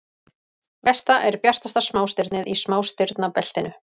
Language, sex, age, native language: Icelandic, female, 30-39, Icelandic